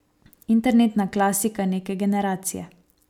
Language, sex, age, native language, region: Slovenian, female, 18-29, Slovenian, Savinja region